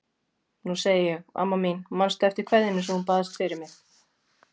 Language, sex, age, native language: Icelandic, female, 40-49, Icelandic